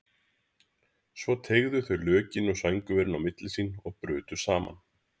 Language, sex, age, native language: Icelandic, male, 30-39, Icelandic